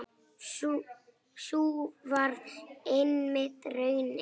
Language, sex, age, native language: Icelandic, female, 8, Icelandic